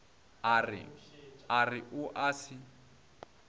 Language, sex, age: Northern Sotho, male, 20